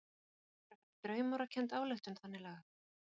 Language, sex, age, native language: Icelandic, female, 40-49, Icelandic